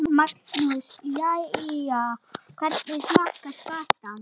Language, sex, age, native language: Icelandic, female, 8, Icelandic